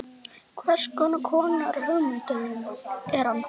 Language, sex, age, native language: Icelandic, male, 9, Icelandic